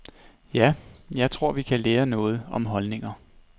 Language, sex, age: Danish, male, 29